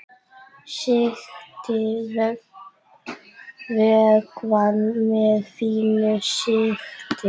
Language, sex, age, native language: Icelandic, female, 8, Icelandic